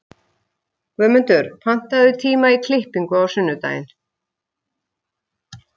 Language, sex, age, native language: Icelandic, female, 50-59, Icelandic